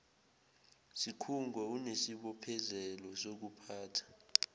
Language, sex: Zulu, male